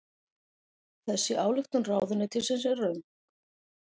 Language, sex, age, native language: Icelandic, female, 40-49, Icelandic